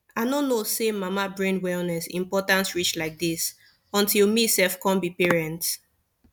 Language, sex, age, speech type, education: Nigerian Pidgin, female, 15-29, spontaneous, tertiary